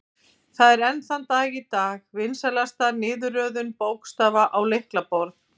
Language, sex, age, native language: Icelandic, female, 50-59, Icelandic